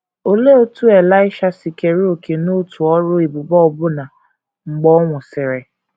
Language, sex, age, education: Igbo, female, 15-29, tertiary